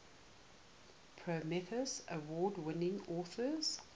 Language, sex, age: English, female, 18